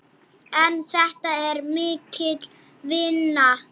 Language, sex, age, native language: Icelandic, male, 8, Icelandic